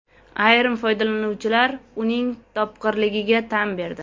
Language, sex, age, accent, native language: Uzbek, female, 18-24, Surxondaryo, Uzbek